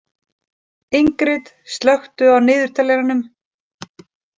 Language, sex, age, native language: Icelandic, female, 40-49, Icelandic